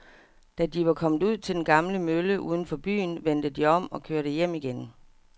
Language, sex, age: Danish, female, 57